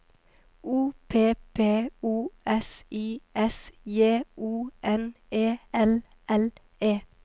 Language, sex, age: Norwegian, female, 23